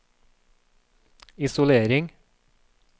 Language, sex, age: Norwegian, male, 36